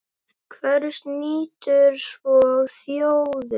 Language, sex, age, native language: Icelandic, male, 10, Icelandic